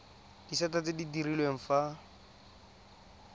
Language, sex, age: Tswana, male, 20